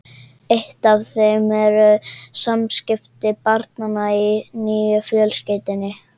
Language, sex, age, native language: Icelandic, male, 13, Icelandic